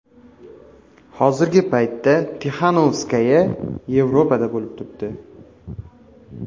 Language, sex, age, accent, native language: Uzbek, male, 18-24, Farg'ona, Uzbek